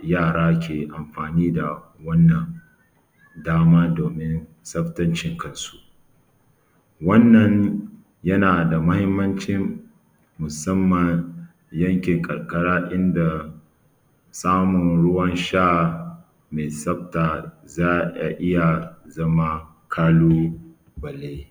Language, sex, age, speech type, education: Hausa, male, 30-45, spontaneous, tertiary